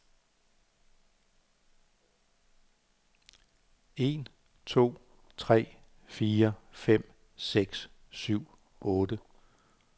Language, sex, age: Danish, male, 58